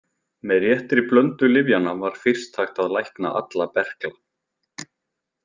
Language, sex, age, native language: Icelandic, male, 20-29, Icelandic